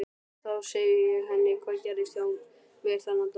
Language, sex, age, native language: Icelandic, male, 12, Icelandic